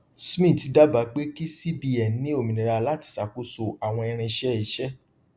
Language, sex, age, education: Yoruba, male, 30-45, tertiary